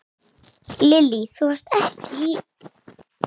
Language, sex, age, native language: Icelandic, female, 6, Icelandic